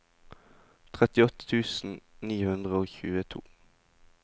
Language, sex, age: Norwegian, male, 20